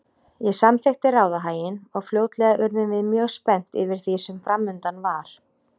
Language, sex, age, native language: Icelandic, female, 30-39, Icelandic